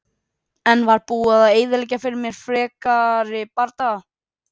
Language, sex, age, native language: Icelandic, female, 30-39, Icelandic